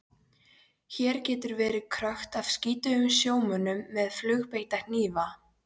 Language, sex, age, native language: Icelandic, female, 13, Polish